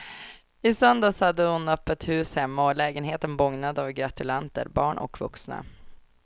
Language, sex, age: Swedish, female, 24